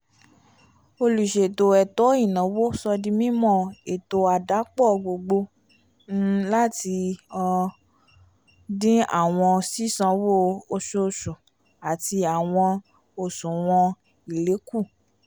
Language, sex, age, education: Yoruba, female, 15-29, tertiary